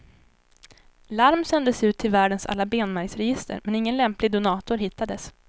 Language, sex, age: Swedish, female, 18